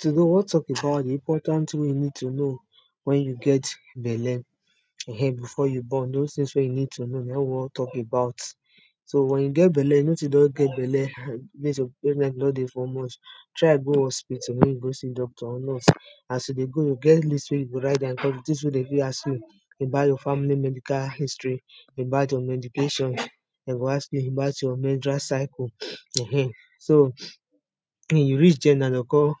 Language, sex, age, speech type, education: Nigerian Pidgin, female, 30-45, spontaneous, tertiary